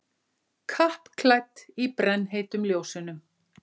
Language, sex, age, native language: Icelandic, female, 50-59, Icelandic